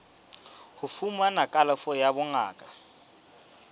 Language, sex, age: Southern Sotho, male, 26